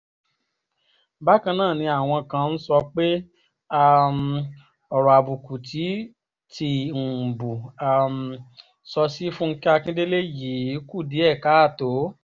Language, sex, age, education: Yoruba, female, 15-29, tertiary